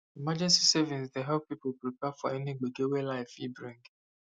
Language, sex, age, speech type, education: Nigerian Pidgin, male, 15-29, spontaneous, secondary